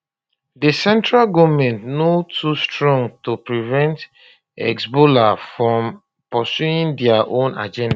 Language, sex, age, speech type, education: Nigerian Pidgin, male, 30-45, spontaneous, tertiary